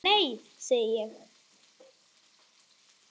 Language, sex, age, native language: Icelandic, male, 9, Icelandic